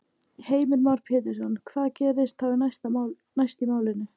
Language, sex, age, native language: Icelandic, female, 18-19, Icelandic